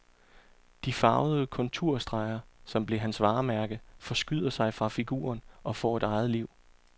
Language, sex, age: Danish, male, 34